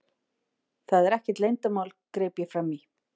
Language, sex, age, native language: Icelandic, female, 50-59, Icelandic